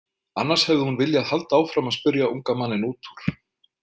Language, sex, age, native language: Icelandic, male, 50-59, Icelandic